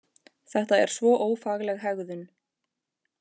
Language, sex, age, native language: Icelandic, female, 30-39, Icelandic